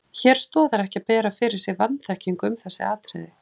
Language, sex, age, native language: Icelandic, female, 40-49, Icelandic